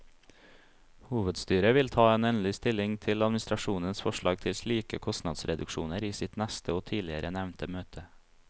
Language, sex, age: Norwegian, male, 30